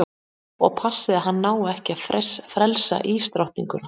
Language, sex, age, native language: Icelandic, female, 40-49, Icelandic